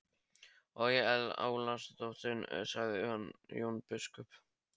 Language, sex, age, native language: Icelandic, male, 13, Polish